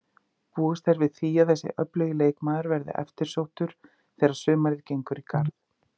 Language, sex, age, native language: Icelandic, female, 50-59, Icelandic